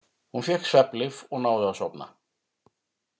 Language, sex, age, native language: Icelandic, male, 50-59, Icelandic